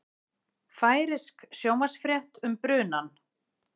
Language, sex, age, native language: Icelandic, female, 40-49, Icelandic